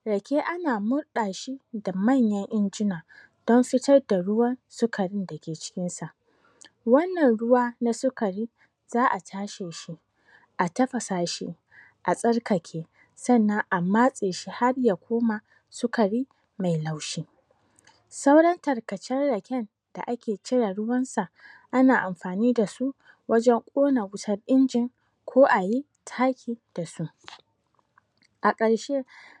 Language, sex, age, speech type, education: Hausa, female, 30-45, spontaneous, tertiary